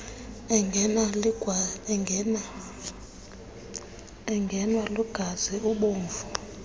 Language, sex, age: Xhosa, female, 21